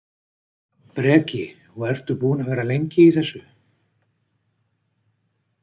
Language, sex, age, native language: Icelandic, male, 60-69, Icelandic